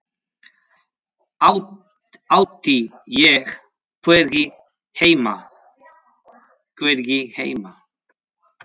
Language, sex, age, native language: Icelandic, male, 5, Spanish